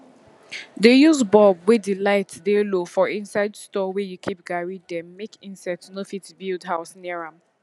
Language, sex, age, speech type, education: Nigerian Pidgin, female, 15-29, spontaneous, tertiary